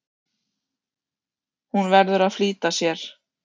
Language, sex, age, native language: Icelandic, female, 6, Icelandic